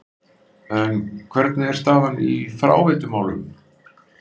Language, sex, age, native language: Icelandic, male, 50-59, Icelandic